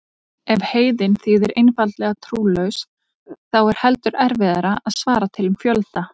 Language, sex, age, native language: Icelandic, female, 30-39, Icelandic